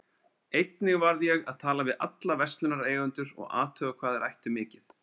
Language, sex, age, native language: Icelandic, male, 30-39, Icelandic